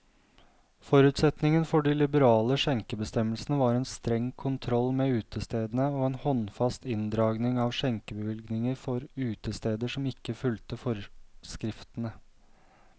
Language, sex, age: Norwegian, male, 32